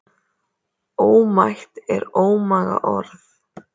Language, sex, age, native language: Icelandic, female, 30-39, Icelandic